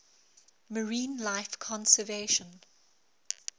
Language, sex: English, female